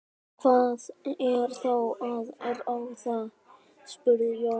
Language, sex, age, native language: Icelandic, male, 12, Icelandic